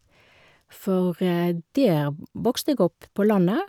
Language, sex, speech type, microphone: Norwegian, female, spontaneous, Shure